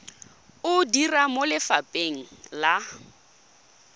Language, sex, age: Tswana, female, 22